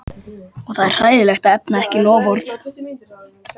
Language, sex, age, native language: Icelandic, male, 12, Icelandic